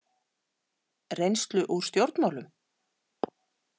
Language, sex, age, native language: Icelandic, female, 40-49, Icelandic